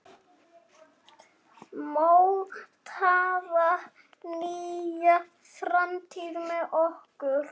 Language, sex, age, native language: Icelandic, male, 6, Icelandic